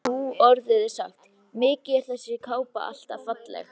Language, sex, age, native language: Icelandic, female, 11, Icelandic